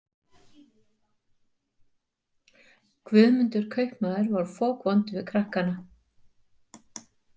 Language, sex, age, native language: Icelandic, female, 40-49, Icelandic